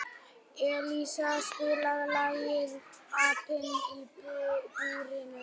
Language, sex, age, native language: Icelandic, male, 11, Icelandic